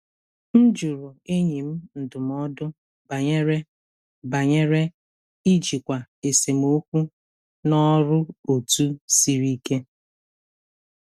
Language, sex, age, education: Igbo, female, 30-45, tertiary